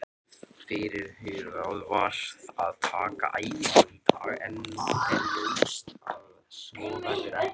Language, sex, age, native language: Icelandic, male, 18-19, Icelandic